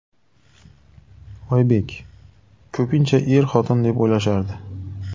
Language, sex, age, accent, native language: Uzbek, male, 25-34, Xorazm, Uzbek